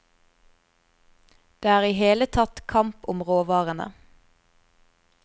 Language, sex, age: Norwegian, female, 24